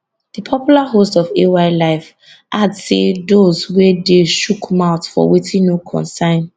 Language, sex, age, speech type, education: Nigerian Pidgin, female, 15-29, spontaneous, tertiary